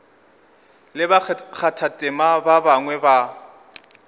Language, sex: Northern Sotho, male